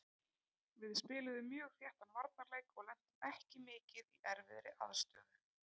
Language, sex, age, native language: Icelandic, female, 30-39, Icelandic